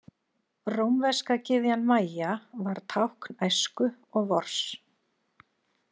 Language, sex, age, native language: Icelandic, female, 40-49, Icelandic